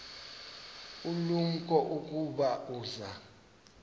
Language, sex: Xhosa, male